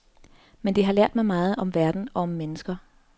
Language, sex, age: Danish, female, 30